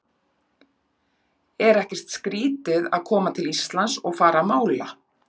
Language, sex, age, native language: Icelandic, female, 40-49, Icelandic